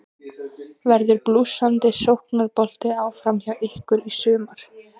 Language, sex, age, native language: Icelandic, female, 20-29, Icelandic